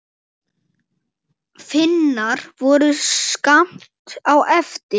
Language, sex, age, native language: Icelandic, male, 8, Icelandic